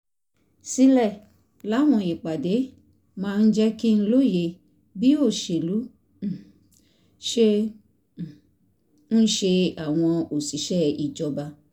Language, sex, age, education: Yoruba, female, 30-45, tertiary